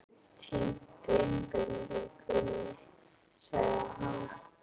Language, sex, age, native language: Icelandic, male, 11, Icelandic